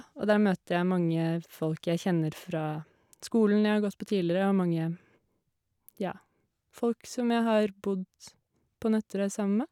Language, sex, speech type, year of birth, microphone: Norwegian, female, spontaneous, 1986, Shure